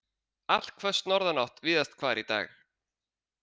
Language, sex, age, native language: Icelandic, male, 30-39, Icelandic